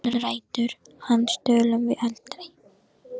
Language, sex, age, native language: Icelandic, female, 14, Icelandic